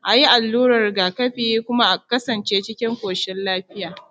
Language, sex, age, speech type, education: Hausa, female, 30-45, spontaneous, tertiary